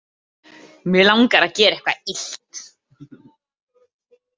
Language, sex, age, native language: Icelandic, female, 30-39, Icelandic